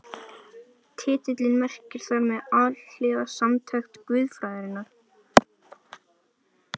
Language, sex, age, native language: Icelandic, male, 18-19, Icelandic